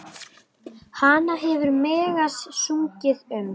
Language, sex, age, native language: Icelandic, female, 9, Icelandic